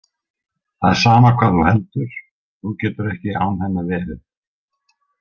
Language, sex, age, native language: Icelandic, male, 60-69, Icelandic